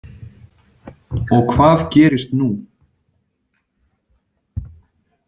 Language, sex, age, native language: Icelandic, male, 30-39, Icelandic